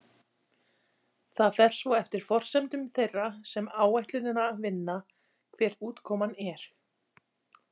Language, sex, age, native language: Icelandic, female, 30-39, Icelandic